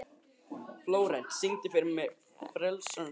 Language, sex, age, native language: Icelandic, male, 11, Icelandic